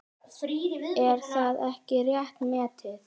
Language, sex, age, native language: Icelandic, male, 10, Icelandic